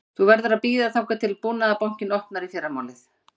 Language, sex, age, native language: Icelandic, female, 50-59, Icelandic